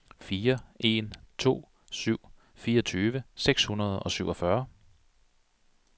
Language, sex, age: Danish, male, 42